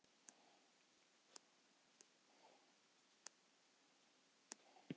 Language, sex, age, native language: Icelandic, male, 60-69, Icelandic